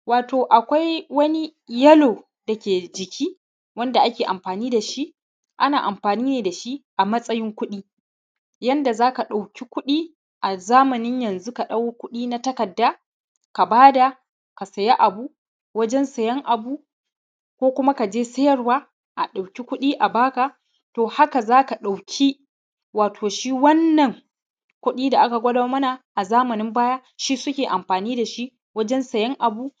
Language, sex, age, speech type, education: Hausa, male, 15-29, spontaneous, primary